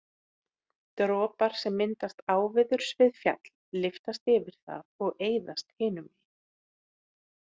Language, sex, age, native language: Icelandic, female, 30-39, Icelandic